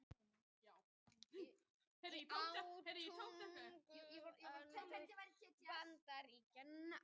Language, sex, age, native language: Icelandic, female, 18-19, Icelandic